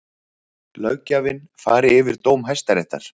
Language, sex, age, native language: Icelandic, male, 30-39, Icelandic